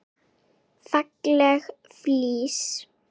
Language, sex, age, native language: Icelandic, female, 8, Icelandic